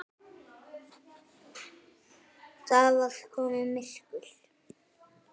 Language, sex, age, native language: Icelandic, female, 10, Icelandic